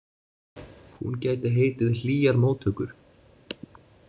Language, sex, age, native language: Icelandic, male, 20-29, Icelandic